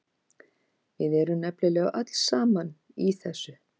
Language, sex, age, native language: Icelandic, female, 50-59, Icelandic